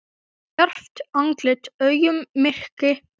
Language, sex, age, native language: Icelandic, male, 9, Icelandic